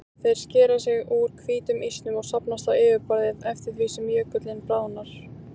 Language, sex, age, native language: Icelandic, female, 18-19, Icelandic